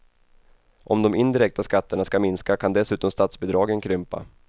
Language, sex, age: Swedish, male, 28